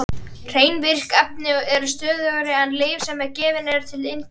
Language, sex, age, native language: Icelandic, female, 30-39, Icelandic